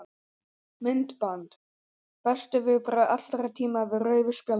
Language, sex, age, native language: Icelandic, male, 11, Icelandic